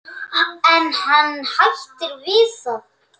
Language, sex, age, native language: Icelandic, male, 7, Icelandic